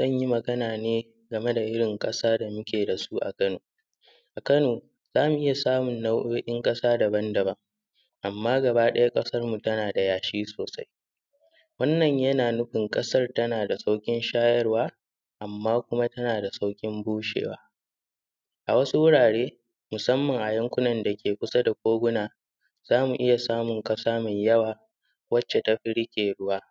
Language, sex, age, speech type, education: Hausa, male, 15-29, spontaneous, secondary